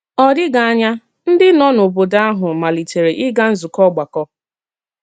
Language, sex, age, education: Igbo, female, 30-45, tertiary